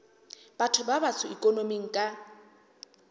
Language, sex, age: Southern Sotho, female, 23